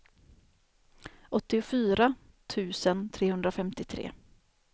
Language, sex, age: Swedish, female, 28